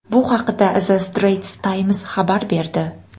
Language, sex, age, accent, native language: Uzbek, female, 18-24, Namangan, Uzbek